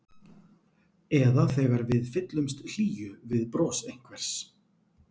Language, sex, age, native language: Icelandic, male, 40-49, Icelandic